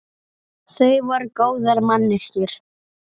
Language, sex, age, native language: Icelandic, female, 30-39, Icelandic